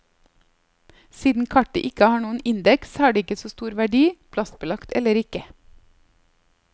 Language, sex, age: Norwegian, female, 30